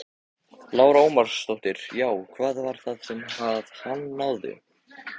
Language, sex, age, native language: Icelandic, male, 14, Icelandic